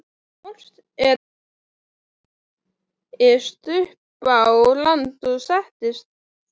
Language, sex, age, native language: Icelandic, female, 11, Icelandic